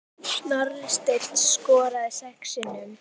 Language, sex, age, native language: Icelandic, female, 10, Icelandic